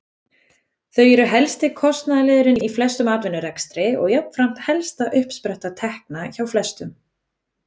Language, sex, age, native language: Icelandic, female, 20-29, Icelandic